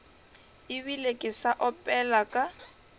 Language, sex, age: Northern Sotho, female, 21